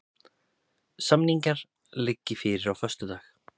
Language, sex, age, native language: Icelandic, male, 30-39, Icelandic